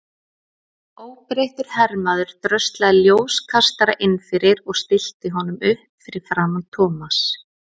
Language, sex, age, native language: Icelandic, female, 30-39, Icelandic